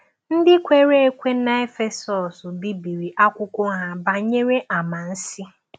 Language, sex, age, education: Igbo, female, 15-29, tertiary